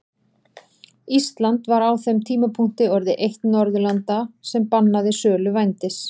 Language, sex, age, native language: Icelandic, female, 40-49, Icelandic